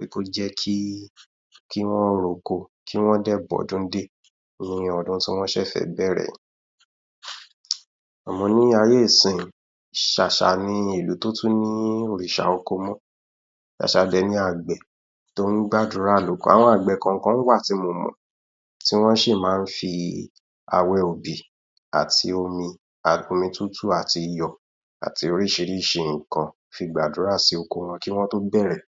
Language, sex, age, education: Yoruba, male, 15-29, tertiary